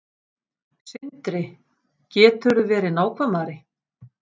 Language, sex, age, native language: Icelandic, female, 50-59, Icelandic